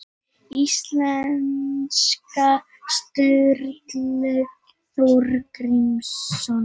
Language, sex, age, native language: Icelandic, female, 18-19, Icelandic